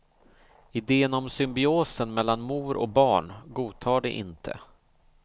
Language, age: Swedish, 38